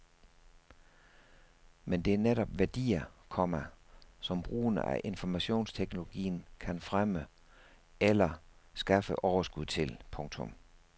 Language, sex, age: Danish, male, 56